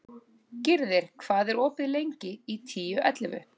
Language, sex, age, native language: Icelandic, female, 30-39, Icelandic